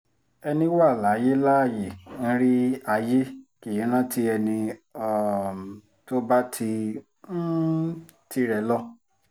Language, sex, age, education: Yoruba, female, 30-45, tertiary